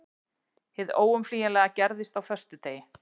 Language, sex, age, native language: Icelandic, female, 40-49, Icelandic